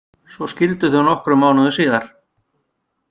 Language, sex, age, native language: Icelandic, male, 50-59, Icelandic